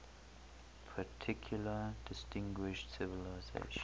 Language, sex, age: English, male, 18